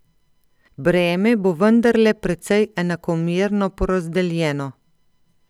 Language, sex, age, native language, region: Slovenian, female, 50-59, Slovenian, Central Slovenia